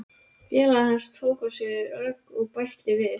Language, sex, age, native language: Icelandic, male, 12, Icelandic